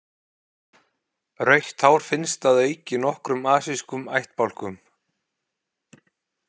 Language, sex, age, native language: Icelandic, male, 40-49, Icelandic